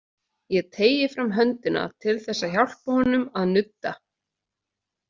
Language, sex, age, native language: Icelandic, female, 30-39, Icelandic